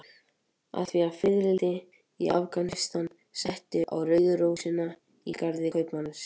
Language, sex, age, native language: Icelandic, male, 18-19, Icelandic